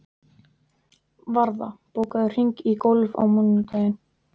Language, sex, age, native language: Icelandic, male, 12, Icelandic